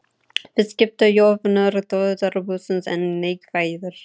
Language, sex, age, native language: Icelandic, female, 30-39, Icelandic